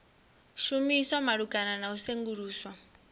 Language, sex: Venda, female